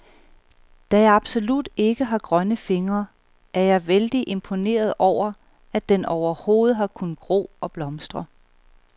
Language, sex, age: Danish, female, 38